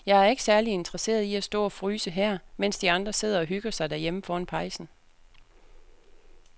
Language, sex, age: Danish, female, 36